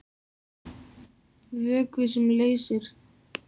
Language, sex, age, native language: Icelandic, female, 7, Icelandic